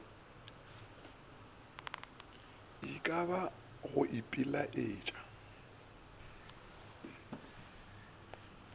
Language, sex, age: Northern Sotho, male, 24